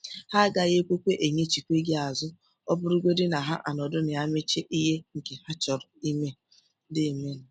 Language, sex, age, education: Igbo, female, 15-29, secondary